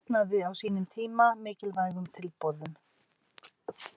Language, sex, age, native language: Icelandic, female, 50-59, Icelandic